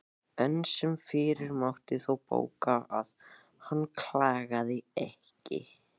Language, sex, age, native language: Icelandic, male, 14, Icelandic